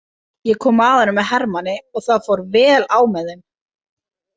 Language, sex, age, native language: Icelandic, female, 30-39, Icelandic